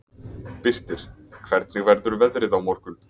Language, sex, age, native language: Icelandic, male, 20-29, Icelandic